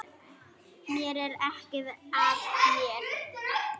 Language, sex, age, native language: Icelandic, female, 9, Icelandic